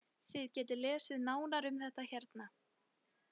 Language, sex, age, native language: Icelandic, female, 20-29, Icelandic